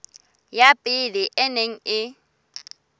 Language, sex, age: Southern Sotho, female, 18